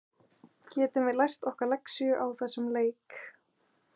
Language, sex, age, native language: Icelandic, female, 20-29, Icelandic